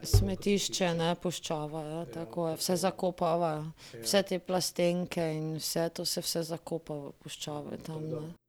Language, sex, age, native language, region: Slovenian, female, 30-49, Slovenian, Drava region